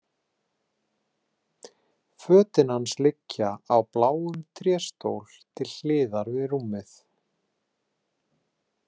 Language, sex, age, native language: Icelandic, male, 30-39, Icelandic